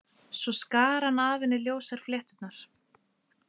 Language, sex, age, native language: Icelandic, female, 18-19, Icelandic